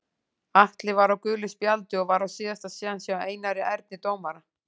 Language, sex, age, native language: Icelandic, female, 40-49, Icelandic